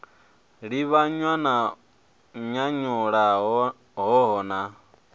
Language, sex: Venda, male